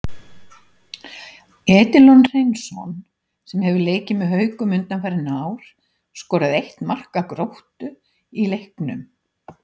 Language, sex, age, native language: Icelandic, female, 70-79, Icelandic